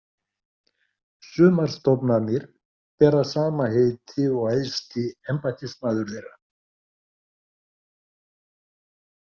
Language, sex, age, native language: Icelandic, male, 60-69, Icelandic